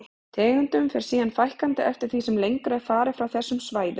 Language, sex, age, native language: Icelandic, female, 30-39, Icelandic